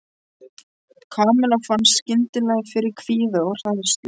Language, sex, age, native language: Icelandic, male, 20-29, English